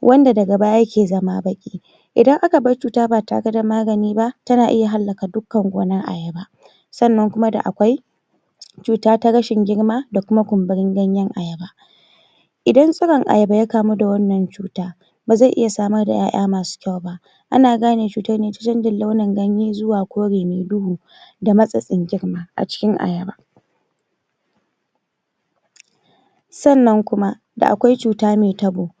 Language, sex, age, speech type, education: Hausa, female, 46-60, spontaneous, tertiary